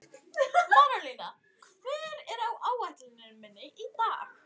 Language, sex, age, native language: Icelandic, female, 11, Icelandic